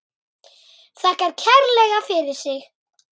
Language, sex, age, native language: Icelandic, female, 9, Icelandic